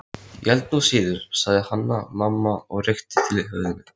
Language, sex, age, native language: Icelandic, male, 13, Icelandic